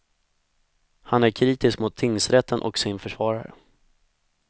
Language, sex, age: Swedish, male, 25